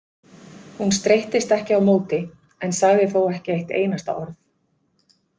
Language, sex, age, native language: Icelandic, female, 50-59, Icelandic